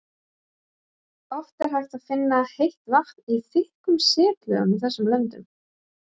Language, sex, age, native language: Icelandic, female, 30-39, Icelandic